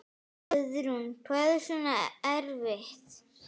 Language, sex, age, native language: Icelandic, male, 9, Icelandic